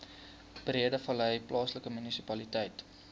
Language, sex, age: Afrikaans, male, 20